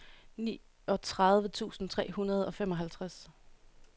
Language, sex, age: Danish, female, 31